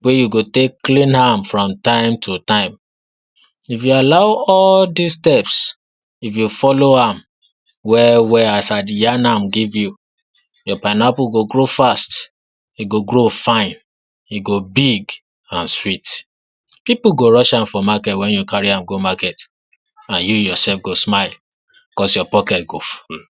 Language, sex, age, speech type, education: Nigerian Pidgin, male, 46-60, spontaneous, tertiary